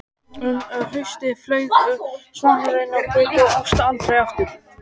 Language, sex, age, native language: Icelandic, male, 12, Icelandic